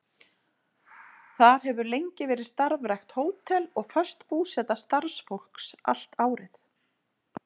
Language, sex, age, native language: Icelandic, female, 40-49, Icelandic